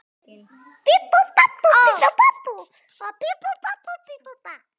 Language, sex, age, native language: Icelandic, male, 10, Icelandic